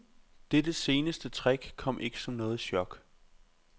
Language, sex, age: Danish, male, 26